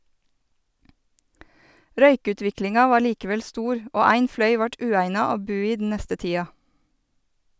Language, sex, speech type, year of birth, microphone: Norwegian, female, read, 1986, Sennheiser